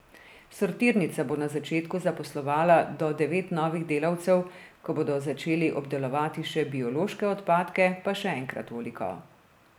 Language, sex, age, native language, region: Slovenian, female, 30-49, Slovenian, Drava region